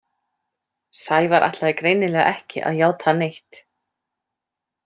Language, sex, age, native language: Icelandic, female, 30-39, Icelandic